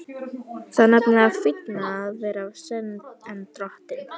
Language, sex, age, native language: Icelandic, female, 11, Icelandic